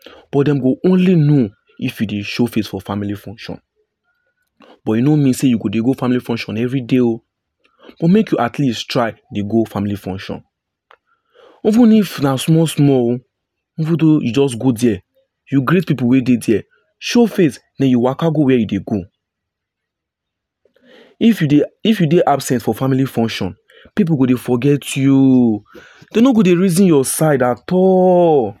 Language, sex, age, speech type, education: Nigerian Pidgin, male, 15-29, spontaneous, tertiary